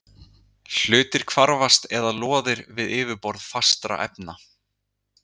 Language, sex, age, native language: Icelandic, male, 30-39, Icelandic